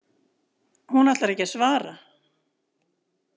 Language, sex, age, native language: Icelandic, female, 60-69, Icelandic